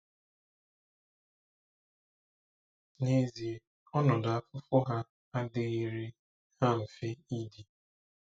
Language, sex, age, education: Igbo, male, 15-29, tertiary